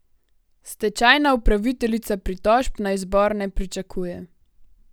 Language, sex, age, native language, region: Slovenian, female, 18-29, Slovenian, Gorenjska region